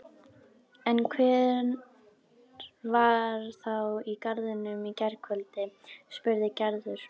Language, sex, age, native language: Icelandic, female, 12, Icelandic